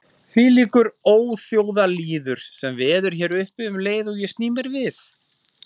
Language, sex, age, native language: Icelandic, male, 40-49, Icelandic